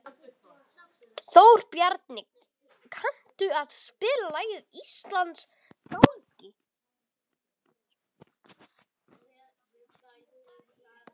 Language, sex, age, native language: Icelandic, male, 12, Icelandic